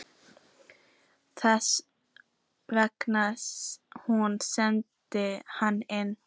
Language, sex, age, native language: Icelandic, female, 14, Icelandic